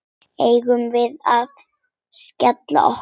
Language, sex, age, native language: Icelandic, female, 8, Icelandic